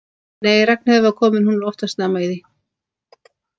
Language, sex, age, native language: Icelandic, female, 50-59, Icelandic